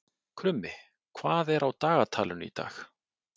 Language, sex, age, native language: Icelandic, male, 40-49, Icelandic